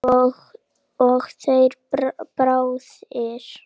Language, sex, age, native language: Icelandic, female, 9, Icelandic